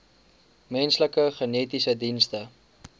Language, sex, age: Afrikaans, male, 19